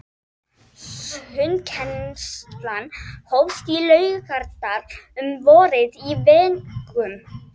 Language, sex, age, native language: Icelandic, female, 12, Icelandic